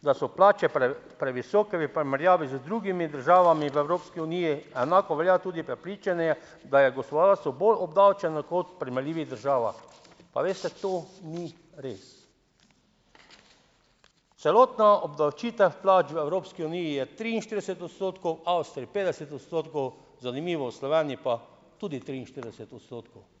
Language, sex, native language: Slovenian, male, Slovenian